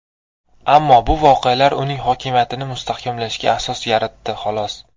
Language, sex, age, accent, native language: Uzbek, male, 19-29, Toshkent viloyati, Uzbek